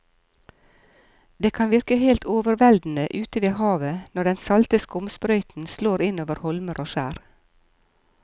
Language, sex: Norwegian, female